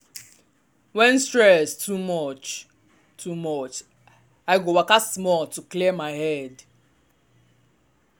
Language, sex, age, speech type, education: Nigerian Pidgin, male, 15-29, spontaneous, tertiary